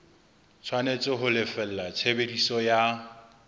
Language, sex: Southern Sotho, male